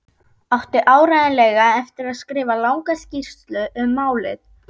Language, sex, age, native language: Icelandic, female, 12, Icelandic